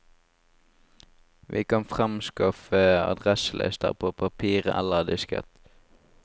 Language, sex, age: Norwegian, male, 18